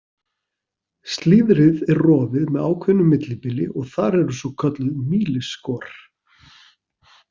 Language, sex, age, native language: Icelandic, male, 40-49, Icelandic